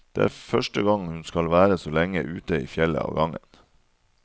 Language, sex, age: Norwegian, male, 37